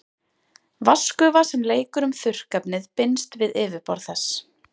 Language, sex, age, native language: Icelandic, female, 30-39, Icelandic